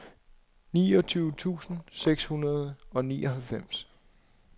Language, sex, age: Danish, male, 26